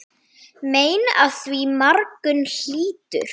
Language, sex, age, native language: Icelandic, female, 9, Icelandic